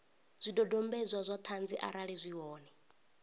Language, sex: Venda, female